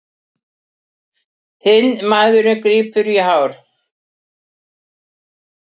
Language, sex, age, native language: Icelandic, female, 60-69, Icelandic